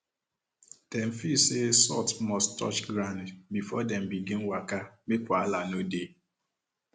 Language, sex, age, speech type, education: Nigerian Pidgin, male, 30-45, spontaneous, tertiary